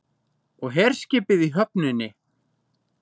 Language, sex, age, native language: Icelandic, male, 40-49, Icelandic